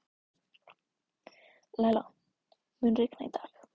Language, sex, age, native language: Icelandic, female, 14, Icelandic